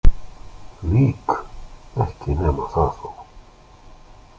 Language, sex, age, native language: Icelandic, male, 60-69, Icelandic